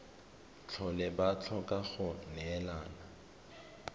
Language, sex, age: Tswana, male, 31